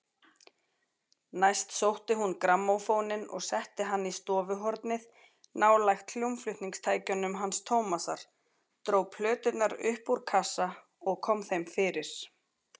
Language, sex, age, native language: Icelandic, female, 40-49, Icelandic